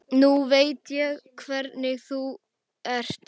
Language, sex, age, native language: Icelandic, male, 11, Icelandic